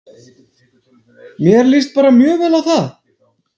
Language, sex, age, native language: Icelandic, male, 30-39, Icelandic